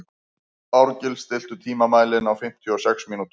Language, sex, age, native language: Icelandic, male, 50-59, Icelandic